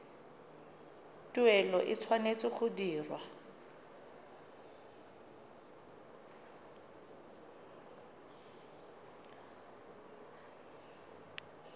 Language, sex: Tswana, female